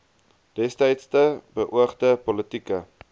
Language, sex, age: Afrikaans, male, 22